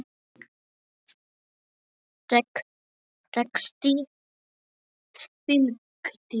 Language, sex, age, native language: Icelandic, male, 7, Polish